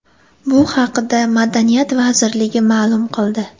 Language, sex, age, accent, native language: Uzbek, female, 18-24, Sirdaryo, Uzbek